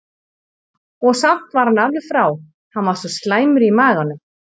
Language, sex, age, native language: Icelandic, male, 40-49, Icelandic